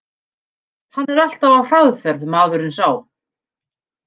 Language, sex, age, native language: Icelandic, female, 50-59, Icelandic